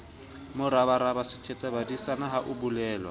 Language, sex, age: Southern Sotho, male, 20